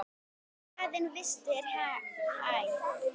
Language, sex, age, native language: Icelandic, female, 10, Icelandic